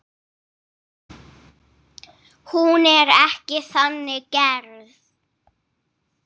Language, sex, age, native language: Icelandic, female, 8, English